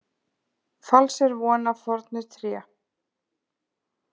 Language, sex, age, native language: Icelandic, female, 20-29, Icelandic